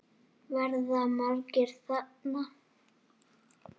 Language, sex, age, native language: Icelandic, female, 8, Icelandic